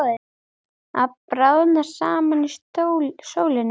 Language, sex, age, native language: Icelandic, female, 10, Icelandic